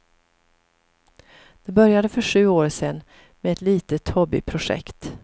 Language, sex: Swedish, female